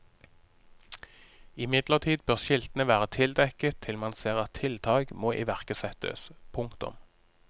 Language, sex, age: Norwegian, male, 30